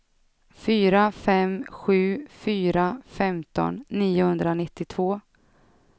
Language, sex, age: Swedish, female, 32